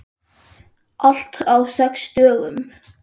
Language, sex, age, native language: Icelandic, male, 10, Icelandic